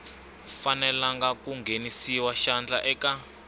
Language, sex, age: Tsonga, male, 25